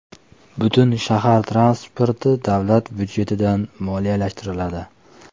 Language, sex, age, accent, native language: Uzbek, male, 25-34, Toshkent viloyati, Uzbek